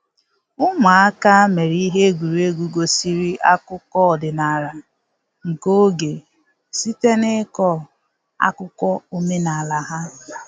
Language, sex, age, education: Igbo, female, 15-29, tertiary